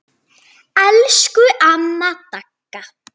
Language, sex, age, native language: Icelandic, female, 9, Icelandic